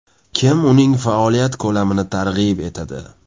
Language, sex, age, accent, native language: Uzbek, male, 25-34, Toshkent shahri, Uzbek